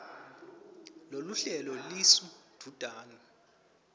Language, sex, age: Swati, male, 23